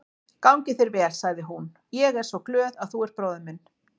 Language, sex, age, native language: Icelandic, female, 40-49, Icelandic